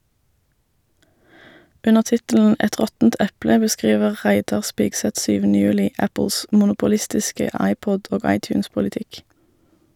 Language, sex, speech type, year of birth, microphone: Norwegian, female, read, 1987, Shure